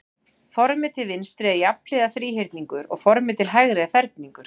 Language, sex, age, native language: Icelandic, female, 40-49, Icelandic